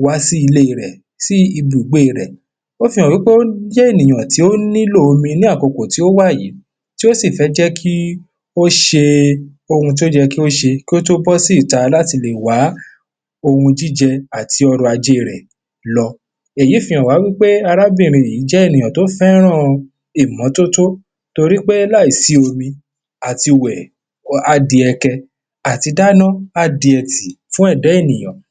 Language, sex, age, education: Yoruba, male, 15-29, tertiary